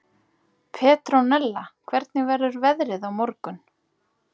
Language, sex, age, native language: Icelandic, female, 40-49, Icelandic